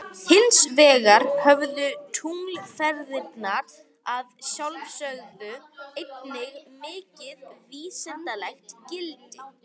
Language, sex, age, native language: Icelandic, male, 18-19, Icelandic